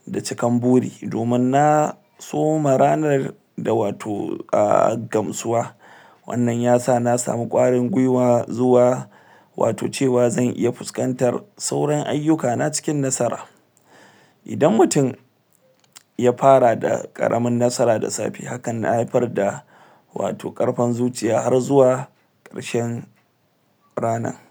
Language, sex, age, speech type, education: Hausa, male, 60+, spontaneous, tertiary